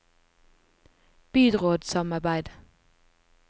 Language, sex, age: Norwegian, female, 20